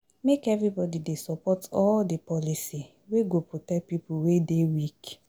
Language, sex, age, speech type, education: Nigerian Pidgin, female, 30-45, spontaneous, tertiary